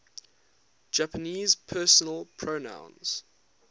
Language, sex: English, male